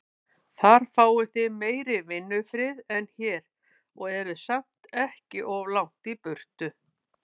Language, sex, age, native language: Icelandic, female, 50-59, Icelandic